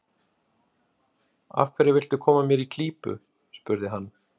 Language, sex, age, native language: Icelandic, male, 50-59, Icelandic